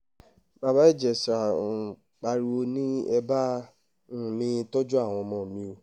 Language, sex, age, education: Yoruba, male, 15-29, tertiary